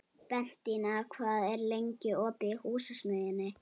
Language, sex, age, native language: Icelandic, male, 11, Icelandic